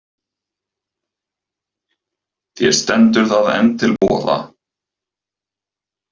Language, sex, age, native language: Icelandic, male, 30-39, Icelandic